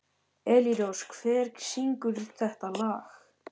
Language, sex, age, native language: Icelandic, male, 13, Icelandic